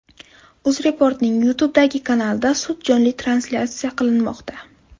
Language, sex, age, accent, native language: Uzbek, female, 12-17, Navoiy, Uzbek